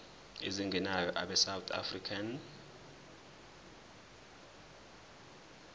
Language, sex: Zulu, male